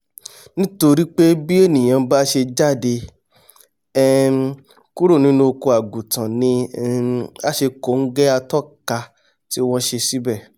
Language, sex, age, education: Yoruba, male, 30-45, tertiary